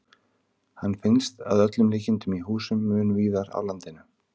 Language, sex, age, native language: Icelandic, male, 50-59, Icelandic